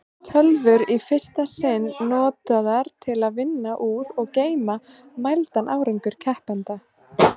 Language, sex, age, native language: Icelandic, female, 20-29, Icelandic